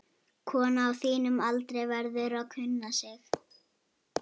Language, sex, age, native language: Icelandic, male, 11, Icelandic